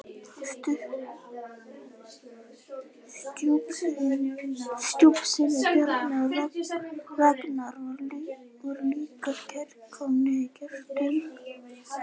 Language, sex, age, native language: Icelandic, female, 11, Icelandic